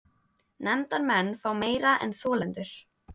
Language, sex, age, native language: Icelandic, female, 18-19, Icelandic